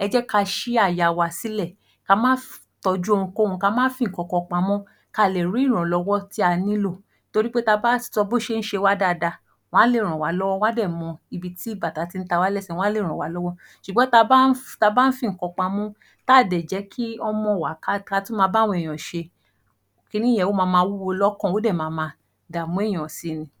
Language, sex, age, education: Yoruba, female, 15-29, tertiary